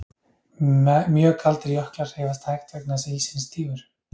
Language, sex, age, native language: Icelandic, male, 30-39, Icelandic